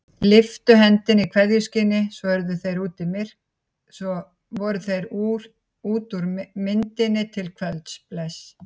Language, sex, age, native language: Icelandic, female, 50-59, Icelandic